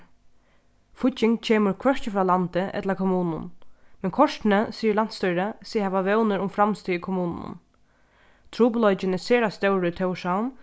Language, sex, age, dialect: Faroese, female, 15-35, Norðurstreymoy/Eysturoy